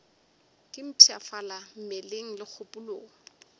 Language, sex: Northern Sotho, female